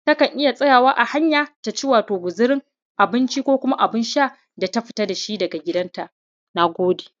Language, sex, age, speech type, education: Hausa, male, 30-45, spontaneous, primary